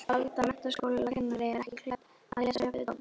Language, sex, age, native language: Icelandic, female, 13, Icelandic